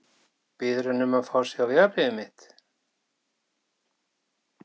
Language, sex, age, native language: Icelandic, male, 60-69, Icelandic